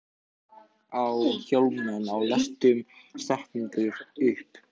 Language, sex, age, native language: Icelandic, male, 14, Icelandic